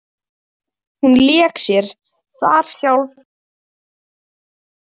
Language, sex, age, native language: Icelandic, female, 12, Icelandic